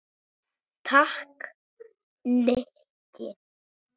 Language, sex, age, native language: Icelandic, male, 7, Icelandic